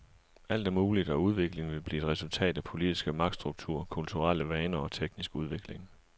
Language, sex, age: Danish, male, 37